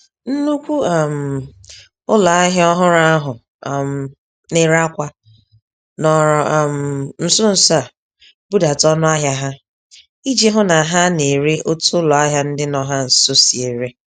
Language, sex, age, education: Igbo, female, 30-45, tertiary